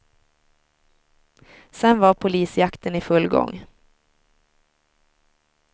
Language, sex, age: Swedish, female, 23